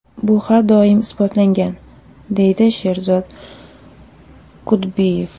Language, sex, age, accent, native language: Uzbek, female, 18-24, Surxondaryo, Uzbek